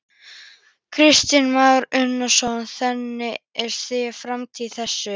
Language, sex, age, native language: Icelandic, female, 13, Icelandic